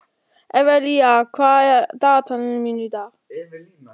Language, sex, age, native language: Icelandic, male, 13, German